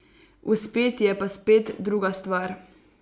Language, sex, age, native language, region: Slovenian, female, 18-29, Slovenian, Savinja region